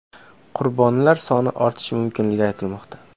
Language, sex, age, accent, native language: Uzbek, male, 18-24, Namangan, Uzbek